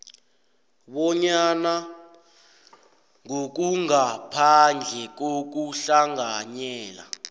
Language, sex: South Ndebele, male